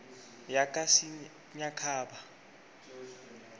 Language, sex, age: South Ndebele, male, 23